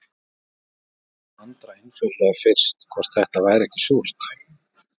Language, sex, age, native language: Icelandic, male, 40-49, Icelandic